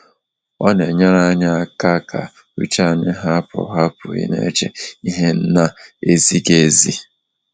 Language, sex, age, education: Igbo, male, 30-45, tertiary